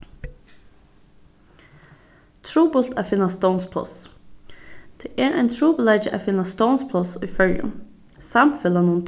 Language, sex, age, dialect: Faroese, female, 15-35, Suðurstreymoy